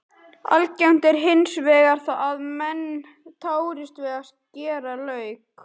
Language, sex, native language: Icelandic, male, Icelandic